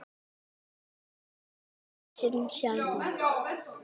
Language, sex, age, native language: Icelandic, male, 10, Icelandic